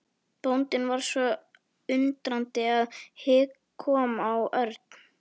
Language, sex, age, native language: Icelandic, female, 11, Icelandic